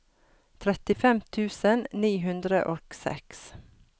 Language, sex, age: Norwegian, female, 42